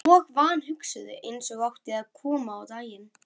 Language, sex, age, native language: Icelandic, female, 11, Icelandic